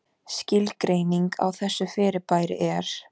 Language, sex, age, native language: Icelandic, female, 18-19, Icelandic